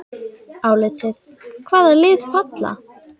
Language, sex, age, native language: Icelandic, female, 10, Icelandic